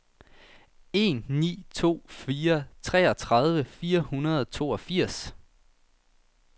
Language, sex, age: Danish, male, 19